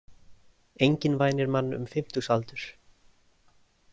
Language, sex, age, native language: Icelandic, male, 20-29, Icelandic